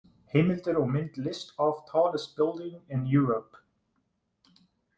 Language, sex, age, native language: Icelandic, male, 20-29, Icelandic